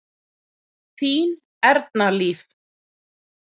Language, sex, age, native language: Icelandic, female, 30-39, Icelandic